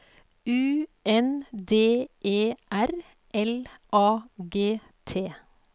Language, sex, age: Norwegian, female, 48